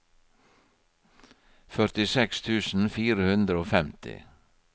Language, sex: Norwegian, male